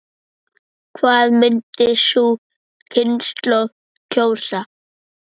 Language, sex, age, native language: Icelandic, male, 9, Icelandic